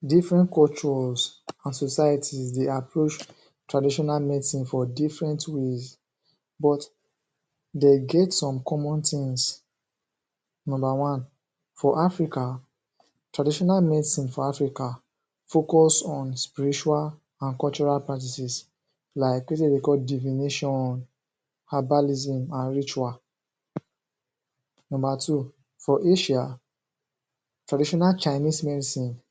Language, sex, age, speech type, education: Nigerian Pidgin, male, 15-29, spontaneous, secondary